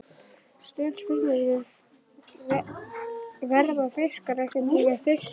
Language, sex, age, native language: Icelandic, male, 11, Icelandic